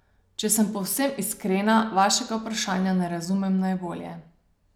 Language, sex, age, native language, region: Slovenian, female, 30-49, Slovenian, Savinja region